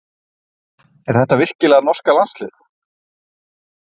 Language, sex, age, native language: Icelandic, male, 30-39, Icelandic